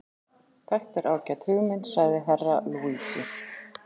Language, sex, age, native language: Icelandic, female, 40-49, Icelandic